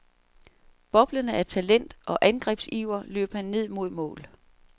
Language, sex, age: Danish, female, 47